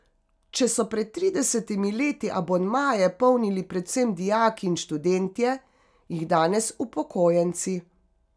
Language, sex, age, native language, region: Slovenian, female, 50-59, Slovenian, Carinthia region